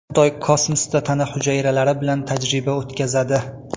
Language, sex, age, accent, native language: Uzbek, male, 19-29, Toshkent viloyati, Uzbek